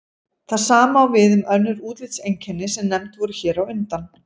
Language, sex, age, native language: Icelandic, female, 40-49, Icelandic